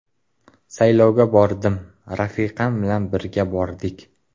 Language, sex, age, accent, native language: Uzbek, male, 18-24, Qashqadaryo, Uzbek